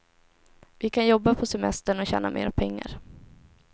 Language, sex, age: Swedish, female, 17